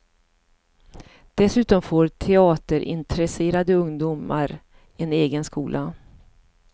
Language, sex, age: Swedish, female, 54